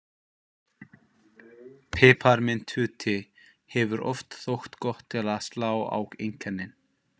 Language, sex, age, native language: Icelandic, male, 18-19, Icelandic